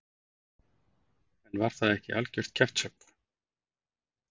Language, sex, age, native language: Icelandic, male, 40-49, Icelandic